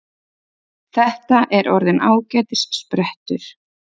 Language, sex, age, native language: Icelandic, female, 30-39, Icelandic